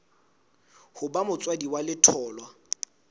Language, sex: Southern Sotho, male